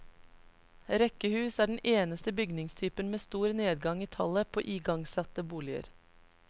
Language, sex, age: Norwegian, female, 33